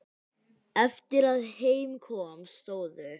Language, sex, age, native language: Icelandic, male, 18-19, Icelandic